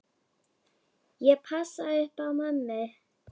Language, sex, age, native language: Icelandic, female, 8, Icelandic